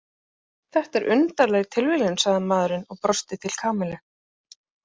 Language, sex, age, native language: Icelandic, female, 30-39, Icelandic